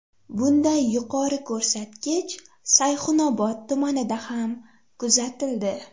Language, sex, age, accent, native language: Uzbek, female, 12-17, Farg'ona, Uzbek